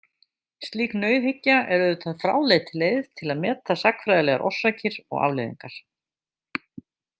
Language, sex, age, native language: Icelandic, female, 50-59, Icelandic